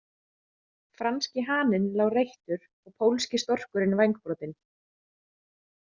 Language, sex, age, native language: Icelandic, female, 30-39, Icelandic